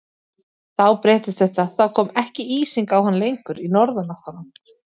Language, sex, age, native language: Icelandic, female, 40-49, Icelandic